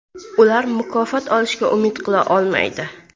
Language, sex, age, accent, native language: Uzbek, female, 18-24, Surxondaryo, Uzbek